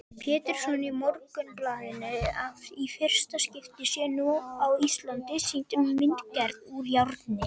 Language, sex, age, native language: Icelandic, male, 18-19, Icelandic